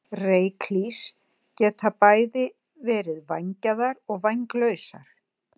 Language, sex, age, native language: Icelandic, female, 60-69, Icelandic